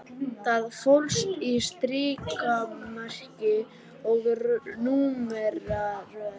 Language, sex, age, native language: Icelandic, male, 18-19, Icelandic